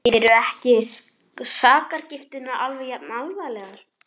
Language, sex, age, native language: Icelandic, male, 11, Icelandic